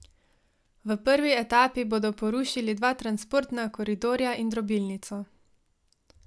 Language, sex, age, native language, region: Slovenian, female, 18-29, Slovenian, Savinja region